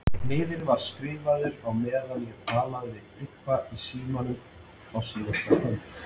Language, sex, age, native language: Icelandic, male, 30-39, Icelandic